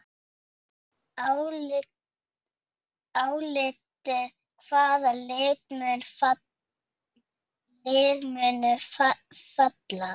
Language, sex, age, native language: Icelandic, female, 5, Icelandic